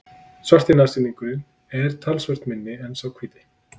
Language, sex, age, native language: Icelandic, male, 30-39, Icelandic